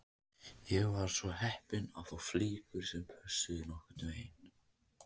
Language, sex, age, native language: Icelandic, male, 18-19, Icelandic